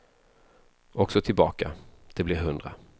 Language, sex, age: Swedish, male, 33